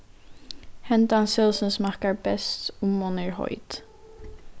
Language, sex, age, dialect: Faroese, female, 15-35, Norðuroyggjar